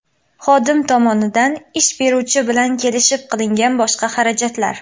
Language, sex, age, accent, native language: Uzbek, female, 19-29, Xorazm, Uzbek